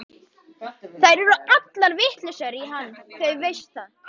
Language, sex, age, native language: Icelandic, male, 13, Icelandic